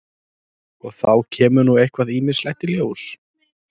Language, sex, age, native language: Icelandic, male, 30-39, Icelandic